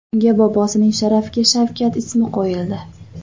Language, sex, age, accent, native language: Uzbek, female, 25-34, Toshkent viloyati, Uzbek